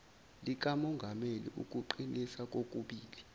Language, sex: Zulu, male